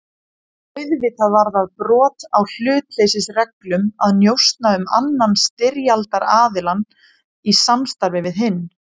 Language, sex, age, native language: Icelandic, female, 20-29, Icelandic